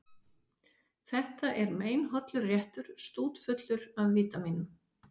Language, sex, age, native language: Icelandic, female, 50-59, Icelandic